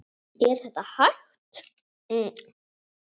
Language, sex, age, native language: Icelandic, female, 8, Icelandic